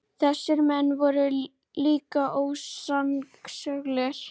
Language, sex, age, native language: Icelandic, female, 30-39, Icelandic